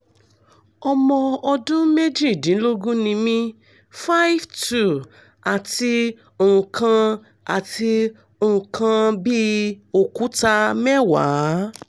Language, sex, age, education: Yoruba, female, 30-45, tertiary